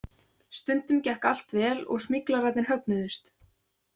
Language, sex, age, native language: Icelandic, female, 20-29, Icelandic